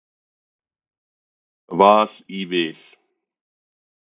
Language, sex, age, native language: Icelandic, male, 40-49, Icelandic